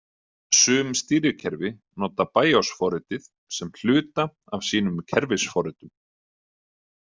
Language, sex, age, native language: Icelandic, male, 30-39, Icelandic